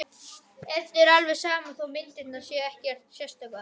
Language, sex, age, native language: Icelandic, other, 12, Icelandic